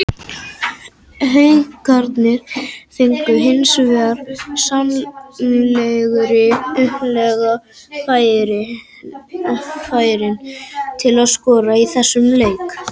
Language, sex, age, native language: Icelandic, male, 18-19, Icelandic